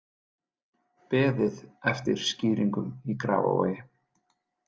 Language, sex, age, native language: Icelandic, male, 30-39, Icelandic